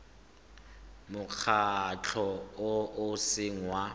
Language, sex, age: Tswana, male, 25